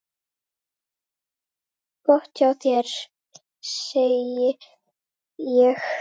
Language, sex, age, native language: Icelandic, male, 10, Icelandic